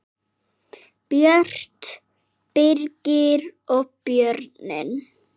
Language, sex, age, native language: Icelandic, female, 8, Icelandic